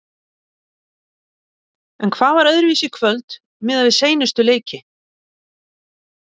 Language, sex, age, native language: Icelandic, female, 60-69, Icelandic